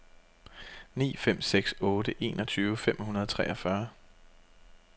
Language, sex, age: Danish, male, 32